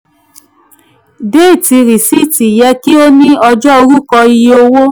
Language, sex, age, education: Yoruba, female, 15-29, tertiary